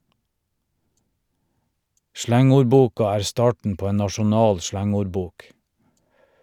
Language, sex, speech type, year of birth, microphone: Norwegian, male, read, 1951, Shure